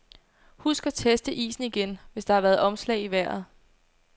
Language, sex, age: Danish, female, 22